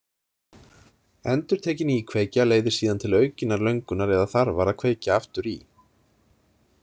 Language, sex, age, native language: Icelandic, male, 30-39, Icelandic